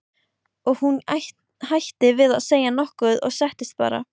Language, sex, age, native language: Icelandic, female, 12, Icelandic